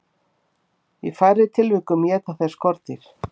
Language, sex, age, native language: Icelandic, female, 50-59, Icelandic